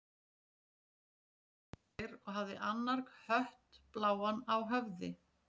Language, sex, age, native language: Icelandic, female, 40-49, Icelandic